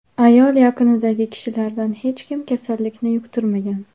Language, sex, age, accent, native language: Uzbek, female, under 19, Andijon, Uzbek